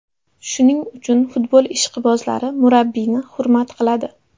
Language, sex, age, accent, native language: Uzbek, female, 18-24, Andijon, Uzbek